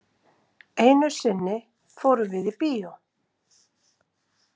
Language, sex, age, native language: Icelandic, female, 40-49, Icelandic